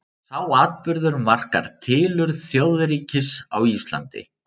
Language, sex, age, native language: Icelandic, male, 30-39, Icelandic